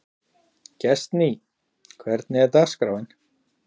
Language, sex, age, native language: Icelandic, male, 40-49, Icelandic